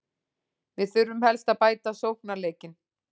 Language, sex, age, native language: Icelandic, female, 40-49, Icelandic